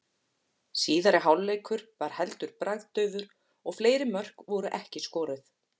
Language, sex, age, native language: Icelandic, female, 40-49, Icelandic